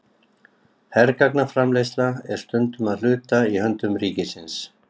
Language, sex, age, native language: Icelandic, female, 60-69, Icelandic